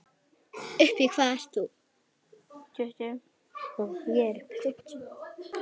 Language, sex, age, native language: Icelandic, female, 9, Icelandic